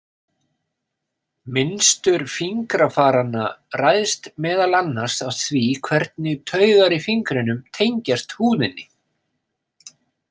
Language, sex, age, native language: Icelandic, male, 50-59, Icelandic